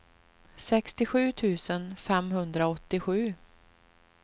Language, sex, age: Swedish, female, 38